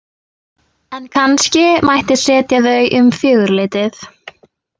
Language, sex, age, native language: Icelandic, female, 20-29, Icelandic